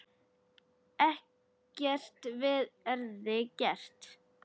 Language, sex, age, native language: Icelandic, female, 10, Icelandic